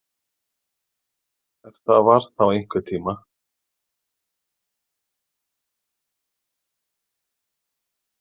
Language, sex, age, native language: Icelandic, male, 40-49, Icelandic